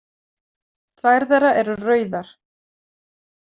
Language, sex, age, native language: Icelandic, female, 40-49, Icelandic